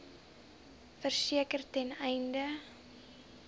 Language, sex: Afrikaans, female